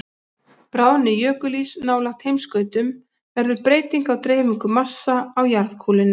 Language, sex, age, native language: Icelandic, female, 40-49, Icelandic